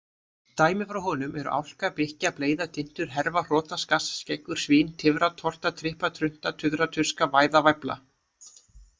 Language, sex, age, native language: Icelandic, male, 20-29, Icelandic